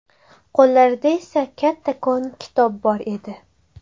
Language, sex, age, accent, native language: Uzbek, female, 18-24, Farg'ona, Uzbek